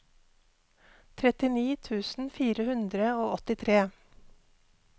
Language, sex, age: Norwegian, female, 48